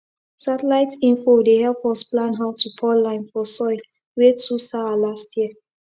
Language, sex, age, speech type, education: Nigerian Pidgin, female, 15-29, spontaneous, tertiary